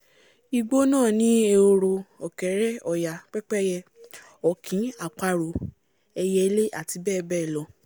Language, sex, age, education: Yoruba, female, 15-29, tertiary